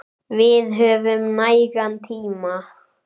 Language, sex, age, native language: Icelandic, male, 10, Icelandic